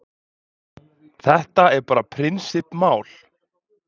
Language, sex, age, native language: Icelandic, male, 20-29, Icelandic